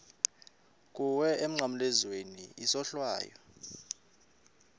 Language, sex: Xhosa, male